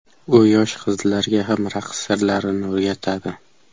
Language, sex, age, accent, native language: Uzbek, male, 12-17, Qashqadaryo, Uzbek